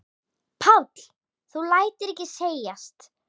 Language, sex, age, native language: Icelandic, female, 10, Icelandic